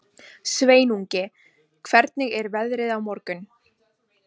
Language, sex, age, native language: Icelandic, female, 20-29, Icelandic